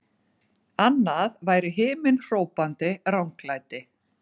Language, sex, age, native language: Icelandic, female, 40-49, Icelandic